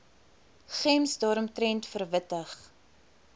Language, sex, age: Afrikaans, female, 20